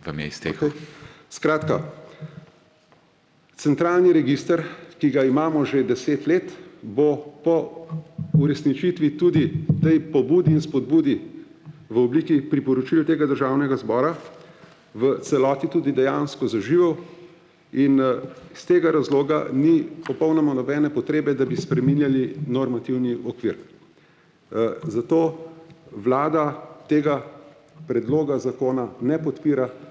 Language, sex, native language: Slovenian, male, Slovenian